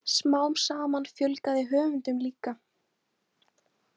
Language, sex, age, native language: Icelandic, female, 18-19, Icelandic